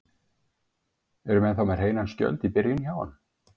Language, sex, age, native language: Icelandic, male, 50-59, Icelandic